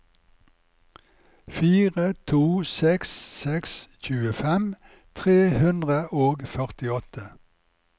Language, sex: Norwegian, male